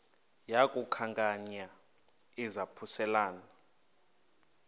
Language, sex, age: Xhosa, male, 21